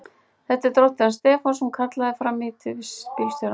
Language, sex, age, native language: Icelandic, female, 40-49, Icelandic